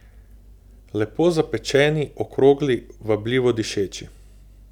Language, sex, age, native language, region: Slovenian, male, 18-29, Slovenian, Southeast Slovenia